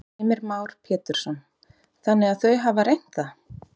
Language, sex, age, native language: Icelandic, female, 30-39, Icelandic